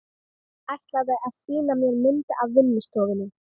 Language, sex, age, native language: Icelandic, female, 13, Icelandic